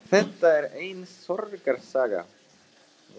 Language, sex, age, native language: Icelandic, male, 30-39, Czech